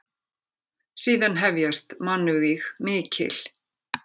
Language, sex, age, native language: Icelandic, female, 50-59, Icelandic